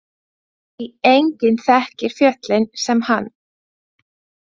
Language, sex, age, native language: Icelandic, female, 20-29, Latvian